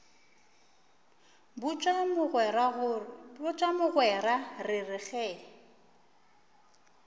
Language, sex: Northern Sotho, female